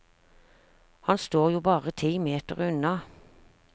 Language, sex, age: Norwegian, female, 46